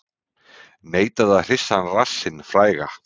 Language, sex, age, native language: Icelandic, male, 30-39, Icelandic